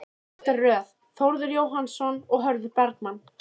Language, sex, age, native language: Icelandic, female, 13, Icelandic